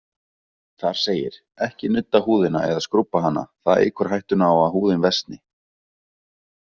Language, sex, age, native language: Icelandic, male, 20-29, Icelandic